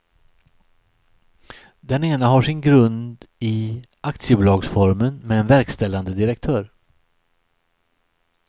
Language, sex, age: Swedish, male, 63